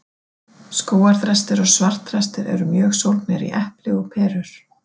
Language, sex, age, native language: Icelandic, female, 40-49, Icelandic